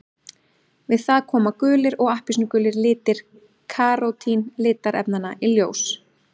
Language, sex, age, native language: Icelandic, female, 30-39, Icelandic